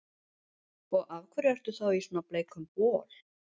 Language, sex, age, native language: Icelandic, female, 50-59, Icelandic